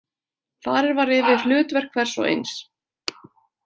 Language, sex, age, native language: Icelandic, female, 30-39, Icelandic